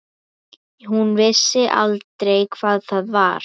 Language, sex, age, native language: Icelandic, female, 11, Icelandic